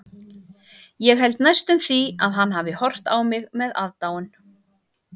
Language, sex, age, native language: Icelandic, female, 30-39, Icelandic